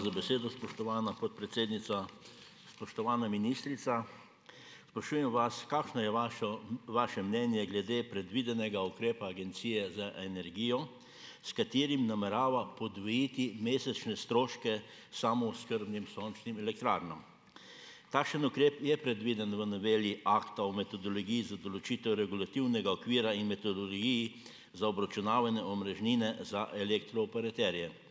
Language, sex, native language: Slovenian, male, Slovenian